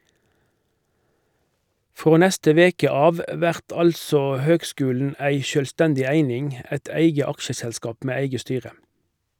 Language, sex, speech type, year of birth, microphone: Norwegian, male, read, 1958, Shure